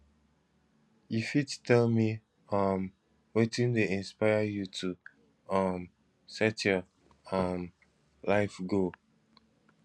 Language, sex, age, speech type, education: Nigerian Pidgin, male, 15-29, spontaneous, tertiary